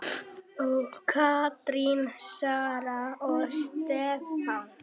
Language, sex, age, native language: Icelandic, male, 8, Icelandic